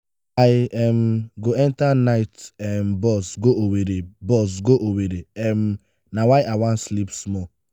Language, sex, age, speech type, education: Nigerian Pidgin, male, 15-29, spontaneous, tertiary